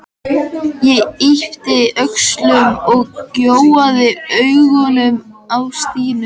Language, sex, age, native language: Icelandic, male, 13, Icelandic